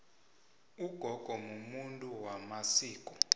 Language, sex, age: South Ndebele, male, 20